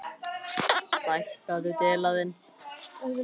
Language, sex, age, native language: Icelandic, male, 13, Icelandic